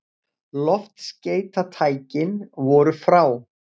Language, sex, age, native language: Icelandic, male, 40-49, Icelandic